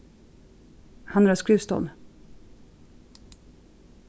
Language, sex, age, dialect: Faroese, female, 36-60, Suðurstreymoy